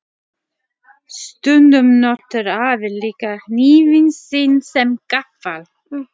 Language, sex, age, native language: Icelandic, female, 40-49, Latvian